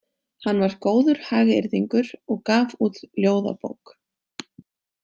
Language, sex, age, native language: Icelandic, female, 18-19, Icelandic